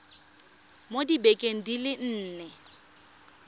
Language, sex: Tswana, female